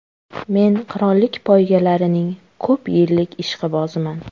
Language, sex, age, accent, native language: Uzbek, female, 25-34, Toshkent shahri, Uzbek